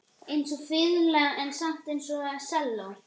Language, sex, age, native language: Icelandic, female, 12, Icelandic